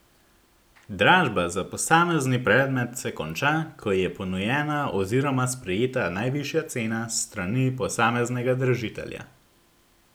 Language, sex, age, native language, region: Slovenian, male, 18-29, Slovenian, Gorenjska region